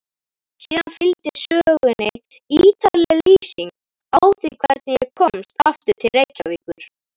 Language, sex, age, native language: Icelandic, male, 18-19, Icelandic